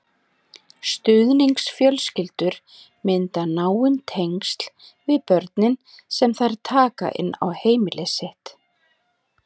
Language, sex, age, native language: Icelandic, female, 40-49, Icelandic